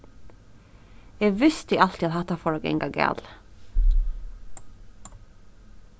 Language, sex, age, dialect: Faroese, female, 15-35, Suðurstreymoy